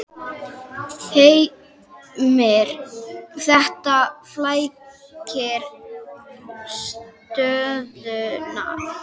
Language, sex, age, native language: Icelandic, female, 10, Icelandic